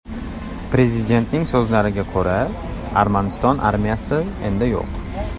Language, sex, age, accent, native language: Uzbek, male, 25-34, Toshkent shahri, Uzbek